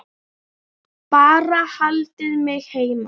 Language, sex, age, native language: Icelandic, female, 8, Icelandic